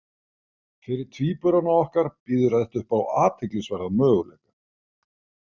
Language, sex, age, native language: Icelandic, male, 50-59, Icelandic